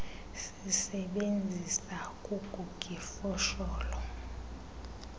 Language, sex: Xhosa, female